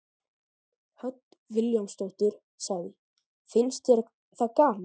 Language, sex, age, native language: Icelandic, male, 13, Icelandic